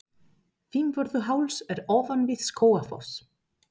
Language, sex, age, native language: Icelandic, female, 30-39, Spanish